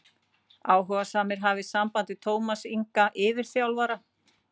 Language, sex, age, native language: Icelandic, female, 40-49, Icelandic